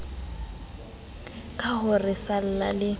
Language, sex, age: Southern Sotho, female, 19